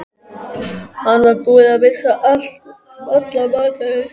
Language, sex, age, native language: Icelandic, male, 12, Icelandic